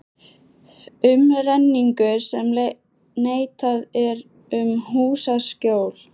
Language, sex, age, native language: Icelandic, female, 13, Icelandic